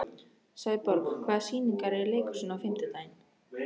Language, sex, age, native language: Icelandic, female, 13, Icelandic